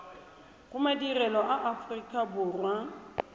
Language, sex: Tswana, female